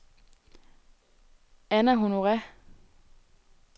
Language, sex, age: Danish, female, 18